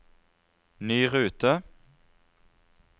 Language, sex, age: Norwegian, male, 33